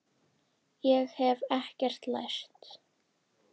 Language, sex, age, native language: Icelandic, female, 10, Icelandic